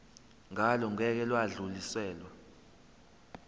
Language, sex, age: Zulu, male, 21